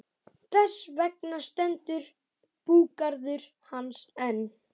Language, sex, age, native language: Icelandic, male, 11, Icelandic